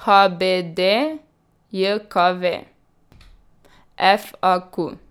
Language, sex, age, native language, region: Slovenian, female, 18-29, Slovenian, Drava region